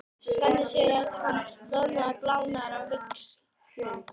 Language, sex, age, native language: Icelandic, female, 13, Icelandic